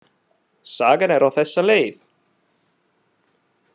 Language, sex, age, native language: Icelandic, male, 30-39, Italian